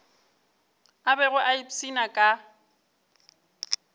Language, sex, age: Northern Sotho, female, 29